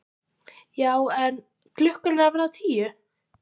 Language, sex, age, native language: Icelandic, female, 14, Icelandic